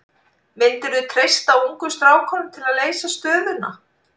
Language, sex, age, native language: Icelandic, female, 40-49, Icelandic